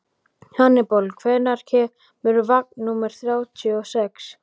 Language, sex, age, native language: Icelandic, male, 12, Icelandic